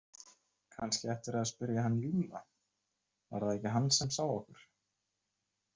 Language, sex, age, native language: Icelandic, male, 30-39, Icelandic